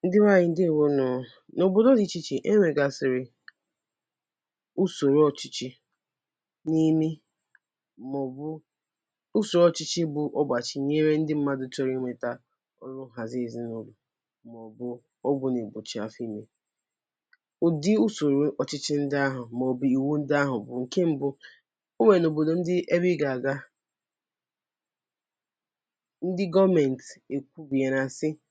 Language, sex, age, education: Igbo, female, 15-29, tertiary